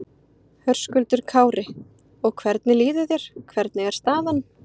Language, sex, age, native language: Icelandic, female, 30-39, Icelandic